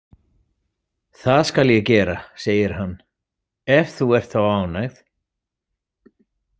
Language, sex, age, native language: Icelandic, male, 40-49, Icelandic